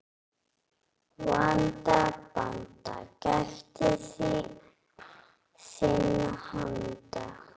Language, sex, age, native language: Icelandic, female, 8, Icelandic